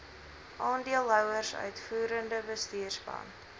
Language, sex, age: Afrikaans, female, 20